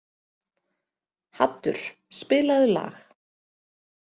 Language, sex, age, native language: Icelandic, female, 30-39, Icelandic